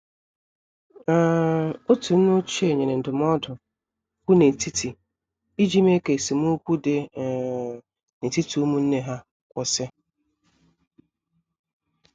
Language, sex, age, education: Igbo, female, 30-45, tertiary